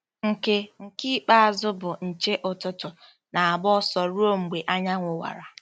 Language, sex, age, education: Igbo, female, 15-29, tertiary